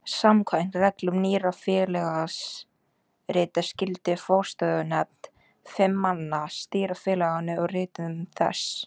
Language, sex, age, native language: Icelandic, female, 18-19, Icelandic